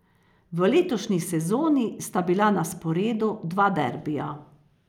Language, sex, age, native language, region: Slovenian, female, 50-59, Slovenian, Carinthia region